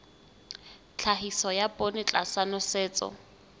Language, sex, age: Southern Sotho, female, 20